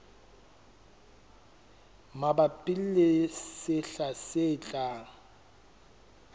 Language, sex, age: Southern Sotho, male, 23